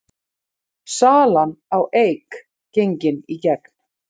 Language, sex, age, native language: Icelandic, female, 30-39, Icelandic